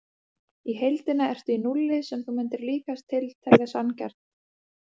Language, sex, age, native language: Icelandic, female, 30-39, Icelandic